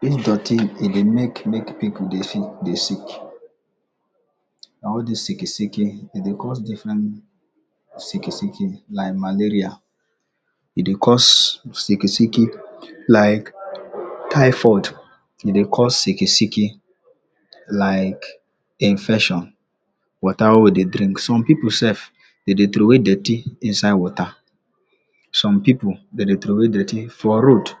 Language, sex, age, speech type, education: Nigerian Pidgin, male, 46-60, spontaneous, tertiary